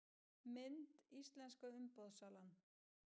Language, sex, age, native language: Icelandic, female, 50-59, Icelandic